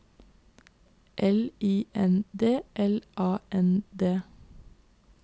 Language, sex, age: Norwegian, female, 22